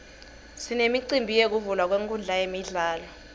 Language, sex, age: Swati, female, 21